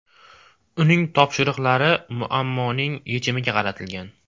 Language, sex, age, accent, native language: Uzbek, male, 18-24, Farg'ona, Uzbek